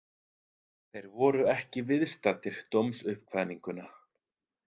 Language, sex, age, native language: Icelandic, male, 30-39, Icelandic